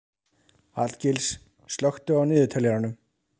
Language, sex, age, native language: Icelandic, male, 30-39, Icelandic